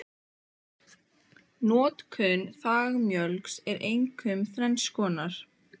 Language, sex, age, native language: Icelandic, female, 15, Icelandic